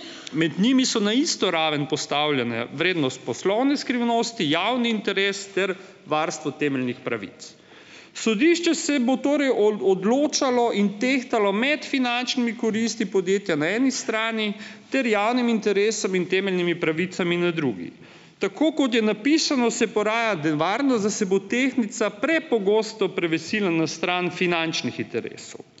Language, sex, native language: Slovenian, male, Slovenian